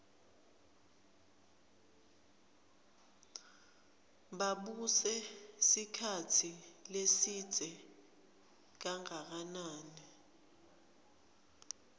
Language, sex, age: Swati, female, 20